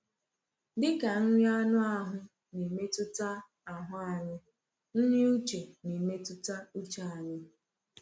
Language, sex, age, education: Igbo, female, 15-29, tertiary